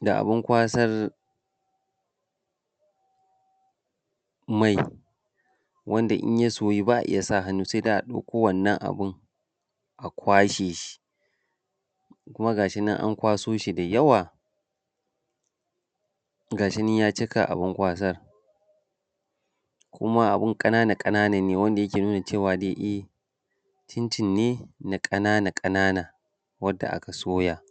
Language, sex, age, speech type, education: Hausa, male, 30-45, spontaneous, primary